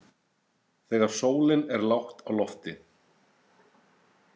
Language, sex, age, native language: Icelandic, male, 30-39, Icelandic